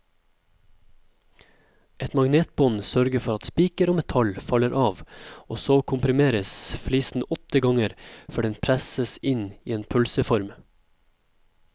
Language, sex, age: Norwegian, male, 27